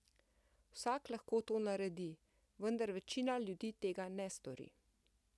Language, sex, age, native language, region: Slovenian, female, 50-59, Slovenian, Central Slovenia